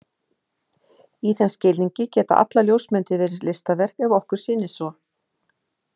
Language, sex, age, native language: Icelandic, female, 50-59, Icelandic